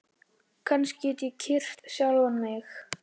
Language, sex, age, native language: Icelandic, male, 13, Icelandic